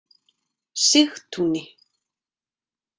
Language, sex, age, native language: Icelandic, female, 30-39, Icelandic